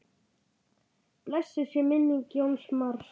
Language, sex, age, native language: Icelandic, male, 8, Icelandic